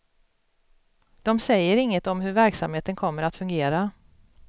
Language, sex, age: Swedish, female, 42